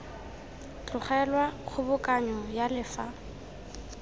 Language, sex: Tswana, female